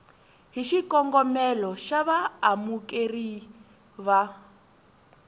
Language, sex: Tsonga, female